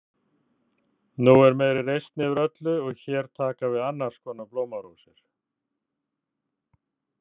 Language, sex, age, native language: Icelandic, male, 50-59, Icelandic